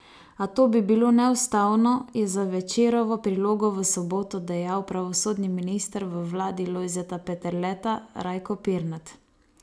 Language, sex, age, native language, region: Slovenian, female, 18-29, Slovenian, Savinja region